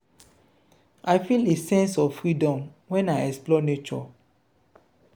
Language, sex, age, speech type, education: Nigerian Pidgin, male, 30-45, spontaneous, tertiary